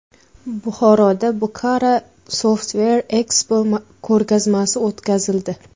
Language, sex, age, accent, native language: Uzbek, female, 18-24, Farg'ona, Uzbek